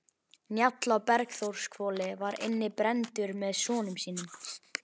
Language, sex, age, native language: Icelandic, male, 11, Icelandic